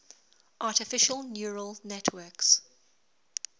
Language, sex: English, female